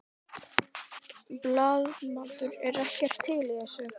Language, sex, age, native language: Icelandic, male, 12, Icelandic